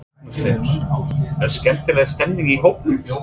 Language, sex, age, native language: Icelandic, male, 30-39, English